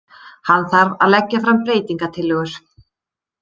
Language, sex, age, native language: Icelandic, female, 30-39, Icelandic